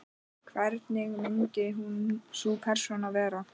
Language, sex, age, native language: Icelandic, male, 10, Icelandic